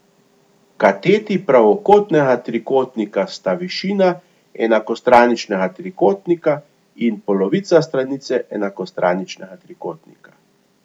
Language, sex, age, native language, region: Slovenian, male, 50-59, Slovenian, Gorenjska region